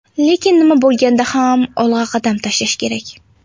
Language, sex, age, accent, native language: Uzbek, female, under 19, Navoiy, Uzbek